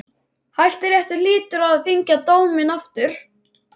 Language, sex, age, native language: Icelandic, male, 11, Icelandic